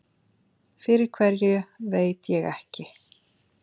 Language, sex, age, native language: Icelandic, female, 7, Icelandic